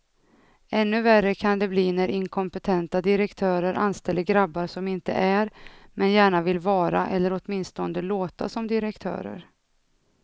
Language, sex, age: Swedish, female, 32